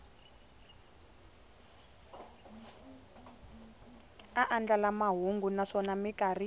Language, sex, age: Tsonga, female, 22